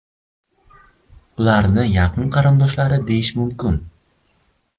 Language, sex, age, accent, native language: Uzbek, male, 12-17, Surxondaryo, Uzbek